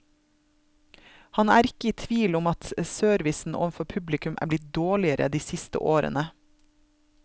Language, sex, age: Norwegian, female, 32